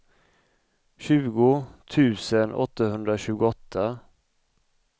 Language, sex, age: Swedish, male, 35